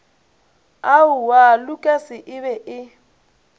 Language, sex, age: Northern Sotho, female, 22